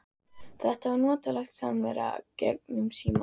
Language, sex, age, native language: Icelandic, female, 13, Icelandic